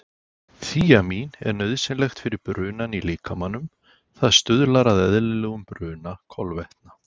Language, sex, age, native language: Icelandic, male, 40-49, Icelandic